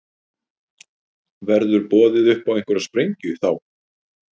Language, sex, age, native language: Icelandic, male, 50-59, Icelandic